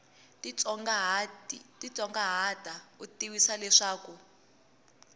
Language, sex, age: Tsonga, female, 18